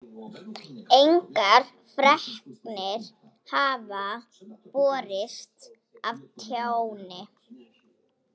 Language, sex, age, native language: Icelandic, female, 18-19, Polish